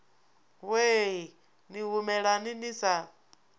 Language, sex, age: Venda, female, 24